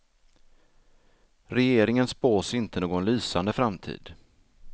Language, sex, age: Swedish, male, 33